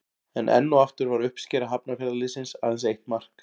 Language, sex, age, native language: Icelandic, male, 40-49, Icelandic